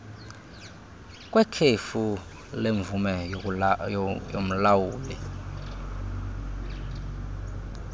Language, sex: Xhosa, male